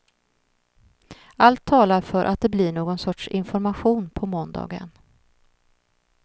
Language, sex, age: Swedish, female, 39